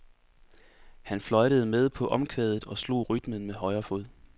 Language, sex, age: Danish, male, 24